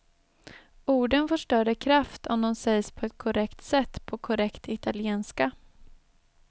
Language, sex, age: Swedish, female, 23